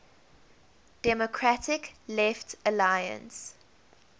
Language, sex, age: English, female, 21